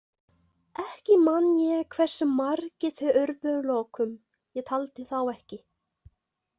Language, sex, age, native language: Icelandic, female, 20-29, Icelandic